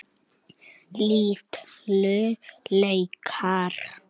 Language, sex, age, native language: Icelandic, male, 9, Icelandic